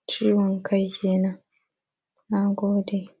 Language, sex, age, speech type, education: Hausa, female, 15-29, spontaneous, primary